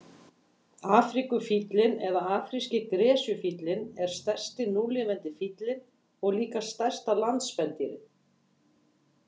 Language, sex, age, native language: Icelandic, female, 50-59, Icelandic